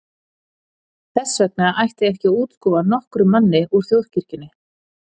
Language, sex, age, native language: Icelandic, female, 40-49, Icelandic